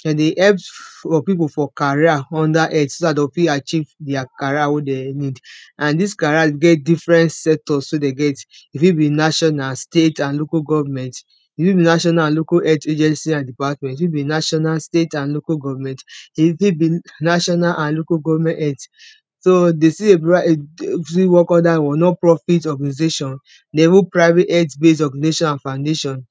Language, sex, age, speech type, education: Nigerian Pidgin, female, 30-45, spontaneous, tertiary